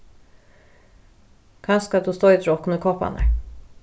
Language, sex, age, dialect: Faroese, female, 36-60, Norðurstreymoy/Eysturoy